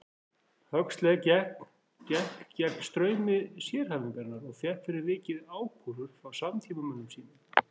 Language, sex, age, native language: Icelandic, female, 40-49, Icelandic